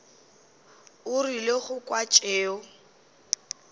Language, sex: Northern Sotho, female